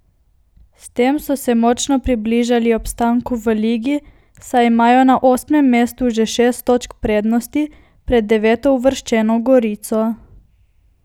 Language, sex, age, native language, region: Slovenian, female, 18-29, Slovenian, Coastal Karst region